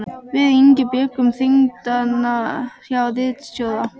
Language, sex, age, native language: Icelandic, female, 12, Icelandic